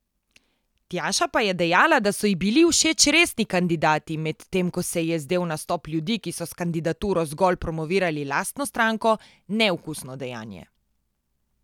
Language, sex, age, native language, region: Slovenian, female, 18-29, Slovenian, Coastal Karst region